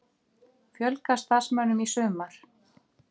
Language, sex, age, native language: Icelandic, female, 50-59, Icelandic